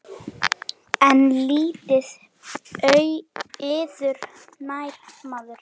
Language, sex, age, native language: Icelandic, male, 9, Icelandic